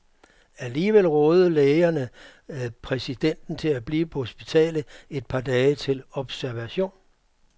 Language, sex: Danish, male